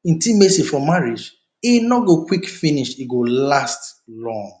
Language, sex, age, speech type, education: Nigerian Pidgin, male, 30-45, spontaneous, tertiary